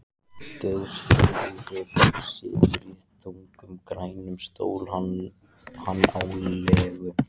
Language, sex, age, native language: Icelandic, male, 14, Icelandic